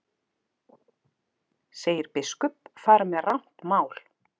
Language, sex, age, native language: Icelandic, female, 40-49, Icelandic